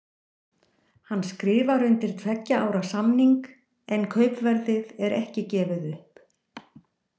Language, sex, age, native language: Icelandic, female, 60-69, Icelandic